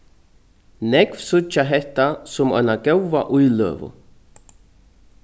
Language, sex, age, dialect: Faroese, male, 36-60, Norðurstreymoy/Eysturoy